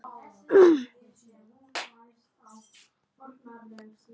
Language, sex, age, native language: Icelandic, male, 11, Icelandic